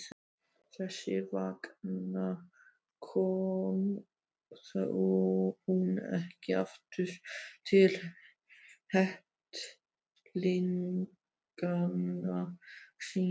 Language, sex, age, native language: Icelandic, male, 12, Icelandic